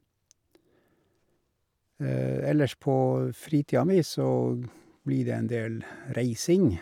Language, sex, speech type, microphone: Norwegian, male, spontaneous, Shure